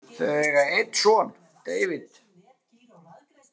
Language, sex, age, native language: Icelandic, male, 50-59, Icelandic